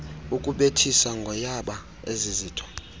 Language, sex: Xhosa, male